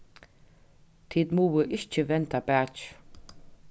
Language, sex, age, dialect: Faroese, female, 36-60, Norðuroyggjar